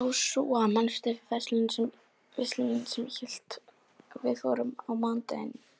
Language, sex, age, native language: Icelandic, female, 11, Polish